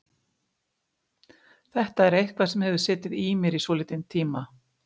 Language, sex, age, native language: Icelandic, female, 50-59, Icelandic